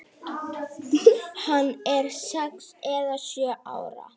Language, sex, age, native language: Icelandic, female, 30-39, Icelandic